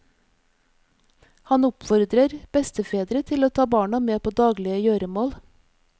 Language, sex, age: Norwegian, female, 46